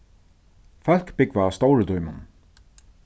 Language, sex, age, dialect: Faroese, male, 36-60, Suðurstreymoy